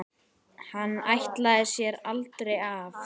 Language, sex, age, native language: Icelandic, male, 10, Icelandic